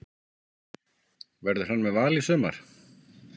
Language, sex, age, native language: Icelandic, male, 50-59, Icelandic